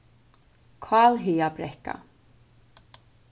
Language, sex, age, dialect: Faroese, female, 15-35, Suðurstreymoy